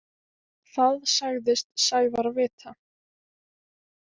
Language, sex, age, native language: Icelandic, female, 18-19, Icelandic